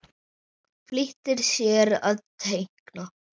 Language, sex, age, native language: Icelandic, male, 7, Icelandic